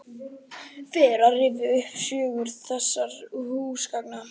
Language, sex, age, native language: Icelandic, male, 11, Icelandic